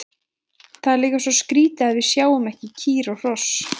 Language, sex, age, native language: Icelandic, female, 20-29, Icelandic